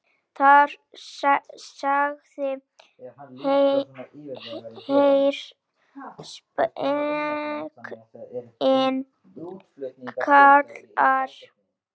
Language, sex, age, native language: Icelandic, female, 9, Icelandic